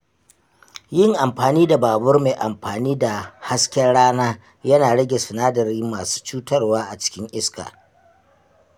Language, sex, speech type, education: Hausa, male, spontaneous, tertiary